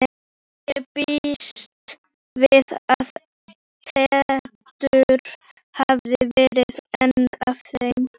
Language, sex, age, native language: Icelandic, female, 11, Icelandic